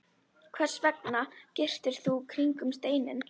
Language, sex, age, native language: Icelandic, female, 11, Icelandic